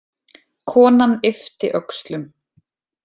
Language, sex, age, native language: Icelandic, female, 20-29, Icelandic